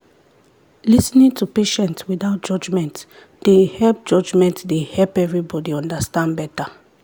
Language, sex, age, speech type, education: Nigerian Pidgin, female, 30-45, spontaneous, tertiary